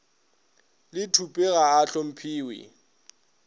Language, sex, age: Northern Sotho, male, 22